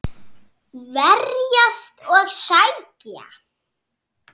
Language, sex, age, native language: Icelandic, female, 7, Icelandic